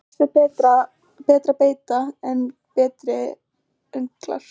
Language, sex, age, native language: Icelandic, female, 20-29, Icelandic